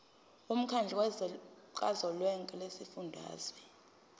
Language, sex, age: Zulu, female, 22